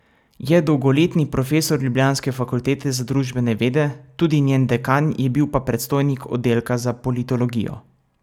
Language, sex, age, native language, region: Slovenian, male, 18-29, Slovenian, Savinja region